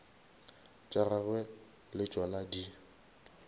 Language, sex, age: Northern Sotho, male, 22